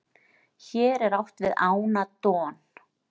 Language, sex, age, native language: Icelandic, female, 40-49, Icelandic